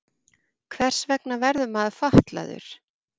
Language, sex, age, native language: Icelandic, female, 40-49, Icelandic